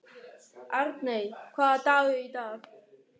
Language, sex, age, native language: Icelandic, male, 13, German